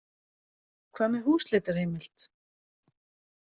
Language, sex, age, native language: Icelandic, female, 40-49, Icelandic